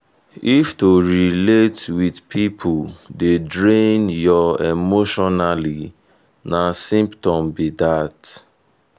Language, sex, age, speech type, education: Nigerian Pidgin, male, 15-29, spontaneous, tertiary